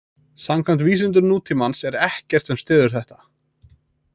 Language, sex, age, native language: Icelandic, male, 20-29, Icelandic